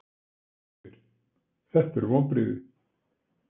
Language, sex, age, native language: Icelandic, male, 60-69, Icelandic